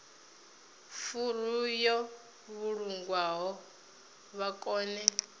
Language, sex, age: Venda, female, 20